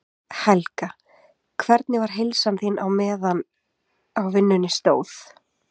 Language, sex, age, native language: Icelandic, female, 20-29, Icelandic